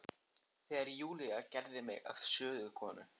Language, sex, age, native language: Icelandic, male, 14, Icelandic